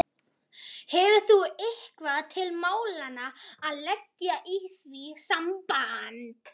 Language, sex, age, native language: Icelandic, male, 11, Icelandic